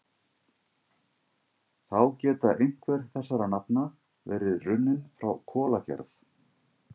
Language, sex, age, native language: Icelandic, male, 50-59, Icelandic